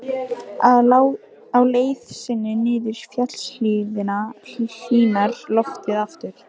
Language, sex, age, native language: Icelandic, female, 18-19, Icelandic